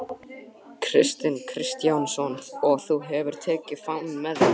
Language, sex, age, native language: Icelandic, male, 12, Icelandic